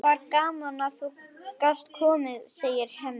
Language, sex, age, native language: Icelandic, female, 11, Icelandic